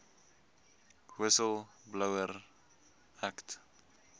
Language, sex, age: Afrikaans, male, 20